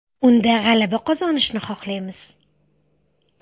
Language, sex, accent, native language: Uzbek, female, Toshkent shahri, Uzbek